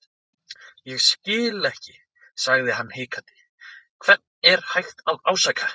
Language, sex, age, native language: Icelandic, male, 20-29, Icelandic